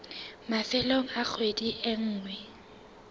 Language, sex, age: Southern Sotho, female, 19